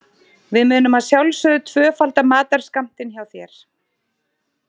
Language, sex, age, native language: Icelandic, female, 30-39, Icelandic